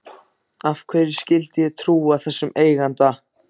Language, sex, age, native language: Icelandic, other, 14, Icelandic